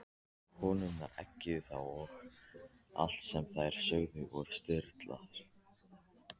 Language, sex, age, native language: Icelandic, male, 13, Icelandic